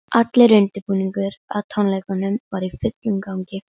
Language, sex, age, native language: Icelandic, female, 11, Icelandic